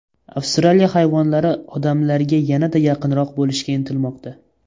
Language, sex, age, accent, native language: Uzbek, male, 18-24, Toshkent viloyati, Uzbek